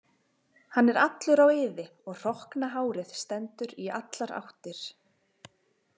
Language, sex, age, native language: Icelandic, female, 20-29, Icelandic